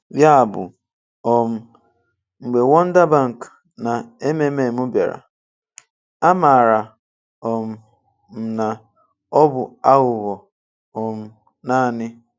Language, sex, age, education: Igbo, male, 15-29, tertiary